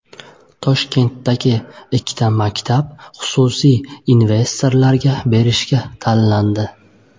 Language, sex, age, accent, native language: Uzbek, male, 18-24, Buxoro, Uzbek